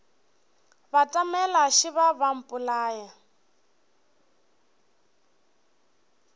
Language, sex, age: Northern Sotho, female, 21